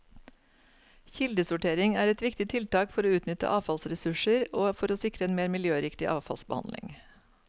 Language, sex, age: Norwegian, female, 49